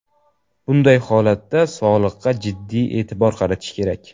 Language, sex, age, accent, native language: Uzbek, male, 12-17, Jizzax, Uzbek